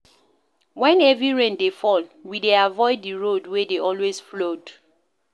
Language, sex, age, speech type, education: Nigerian Pidgin, female, 15-29, read, primary